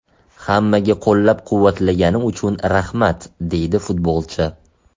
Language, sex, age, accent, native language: Uzbek, male, 18-24, Toshkent shahri, Uzbek